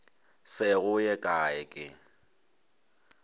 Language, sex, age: Northern Sotho, male, 23